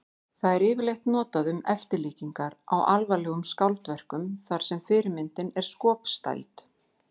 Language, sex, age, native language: Icelandic, female, 40-49, Icelandic